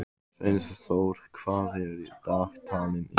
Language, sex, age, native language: Icelandic, male, 15, Icelandic